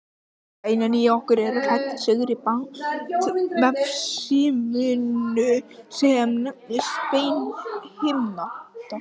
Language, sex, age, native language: Icelandic, male, 18-19, Icelandic